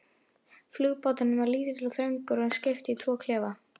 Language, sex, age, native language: Icelandic, female, 11, Icelandic